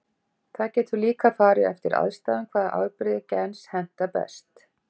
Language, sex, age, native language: Icelandic, female, 50-59, Icelandic